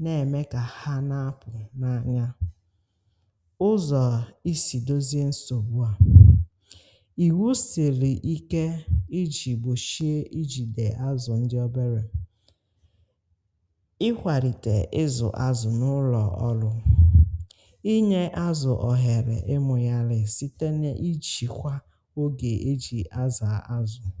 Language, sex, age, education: Igbo, female, 30-45, tertiary